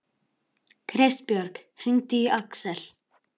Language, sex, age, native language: Icelandic, male, 11, Icelandic